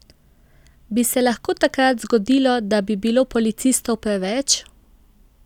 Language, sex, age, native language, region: Slovenian, female, 18-29, Slovenian, Central Slovenia